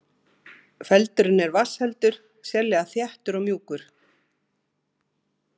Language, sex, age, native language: Icelandic, female, 50-59, Icelandic